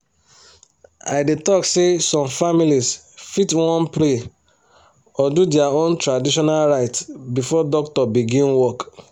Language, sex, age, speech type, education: Nigerian Pidgin, male, 30-45, spontaneous, tertiary